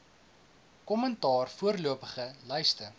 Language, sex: Afrikaans, male